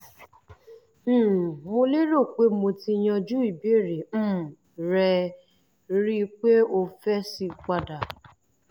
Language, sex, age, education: Yoruba, female, 30-45, tertiary